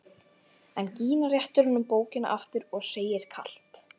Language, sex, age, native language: Icelandic, female, 12, Icelandic